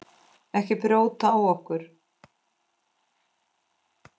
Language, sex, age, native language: Icelandic, female, 10, Icelandic